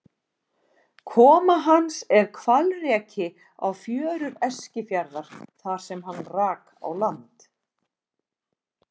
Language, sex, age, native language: Icelandic, female, 40-49, Icelandic